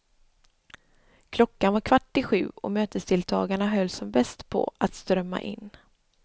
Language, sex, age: Swedish, female, 26